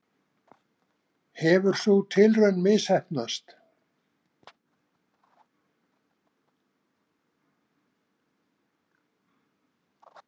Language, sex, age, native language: Icelandic, male, 70-79, Icelandic